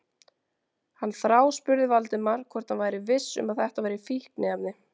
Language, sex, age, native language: Icelandic, female, 20-29, Icelandic